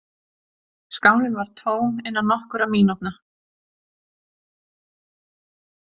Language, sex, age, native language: Icelandic, female, 40-49, Icelandic